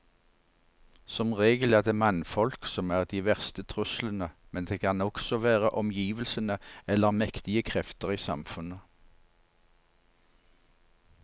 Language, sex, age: Norwegian, male, 59